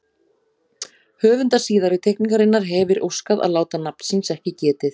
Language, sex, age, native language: Icelandic, female, 40-49, Icelandic